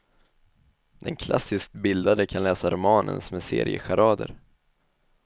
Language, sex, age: Swedish, male, 21